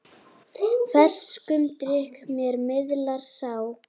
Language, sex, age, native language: Icelandic, female, 7, Icelandic